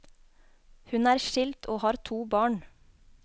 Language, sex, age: Norwegian, female, 24